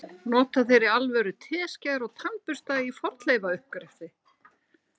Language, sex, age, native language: Icelandic, female, 60-69, Icelandic